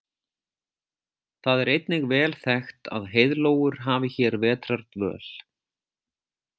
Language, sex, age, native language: Icelandic, male, 40-49, Icelandic